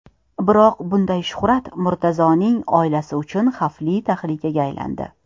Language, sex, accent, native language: Uzbek, female, Toshkent shahri, Uzbek